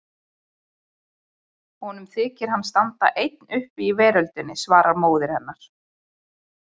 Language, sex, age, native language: Icelandic, female, 20-29, Icelandic